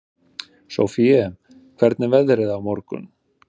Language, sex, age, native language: Icelandic, male, 30-39, Icelandic